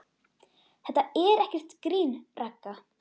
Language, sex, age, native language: Icelandic, female, 10, Icelandic